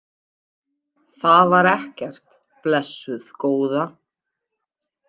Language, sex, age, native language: Icelandic, female, 20-29, Icelandic